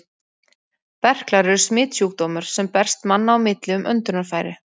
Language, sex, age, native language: Icelandic, female, 30-39, Icelandic